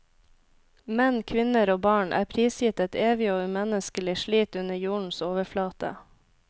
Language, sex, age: Norwegian, female, 26